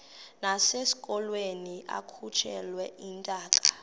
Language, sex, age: Xhosa, female, 21